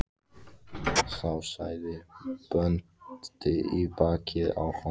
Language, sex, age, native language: Icelandic, female, 14, Icelandic